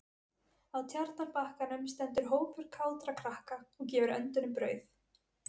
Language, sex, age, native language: Icelandic, female, 20-29, Icelandic